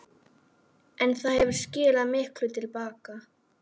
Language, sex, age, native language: Icelandic, female, 12, Icelandic